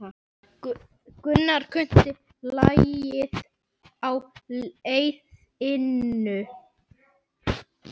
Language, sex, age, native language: Icelandic, male, 9, Icelandic